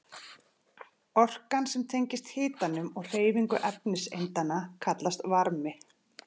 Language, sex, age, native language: Icelandic, male, 18-19, Icelandic